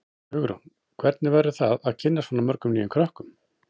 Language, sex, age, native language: Icelandic, male, 40-49, Icelandic